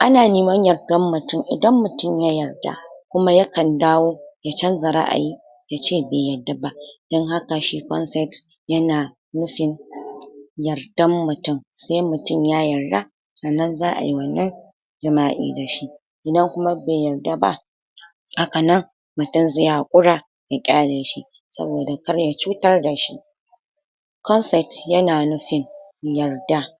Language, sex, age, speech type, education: Hausa, female, 60+, spontaneous, tertiary